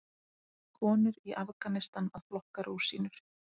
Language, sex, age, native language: Icelandic, female, 30-39, Icelandic